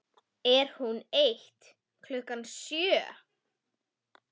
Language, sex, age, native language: Icelandic, female, 10, Icelandic